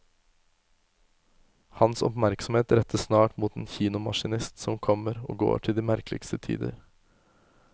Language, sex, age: Norwegian, male, 24